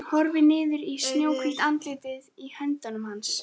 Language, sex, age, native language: Icelandic, female, 13, Icelandic